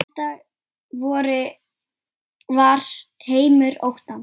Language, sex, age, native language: Icelandic, female, 9, Icelandic